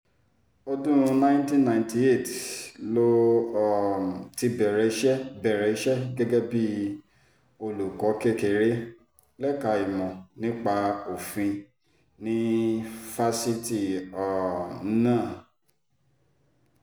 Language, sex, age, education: Yoruba, female, 30-45, tertiary